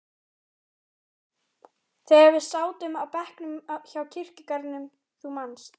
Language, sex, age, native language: Icelandic, female, 13, Icelandic